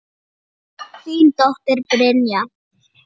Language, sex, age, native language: Icelandic, female, 8, Icelandic